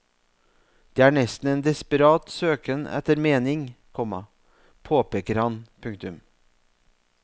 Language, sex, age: Norwegian, male, 44